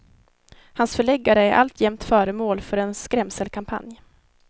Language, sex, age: Swedish, female, 19